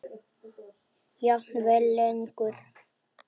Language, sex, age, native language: Icelandic, female, 8, Icelandic